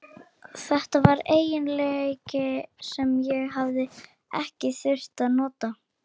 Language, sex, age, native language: Icelandic, female, 30-39, Portuguese